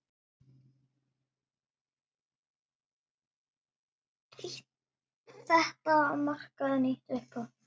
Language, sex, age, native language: Icelandic, female, 9, Icelandic